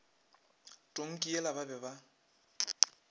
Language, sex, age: Northern Sotho, male, 21